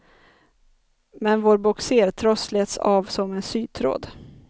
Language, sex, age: Swedish, female, 30